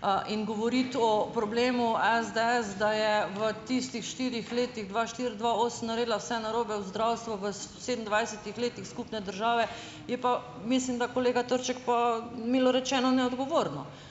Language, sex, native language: Slovenian, female, Slovenian